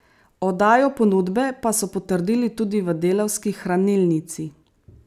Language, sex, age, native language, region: Slovenian, female, 30-49, Slovenian, Savinja region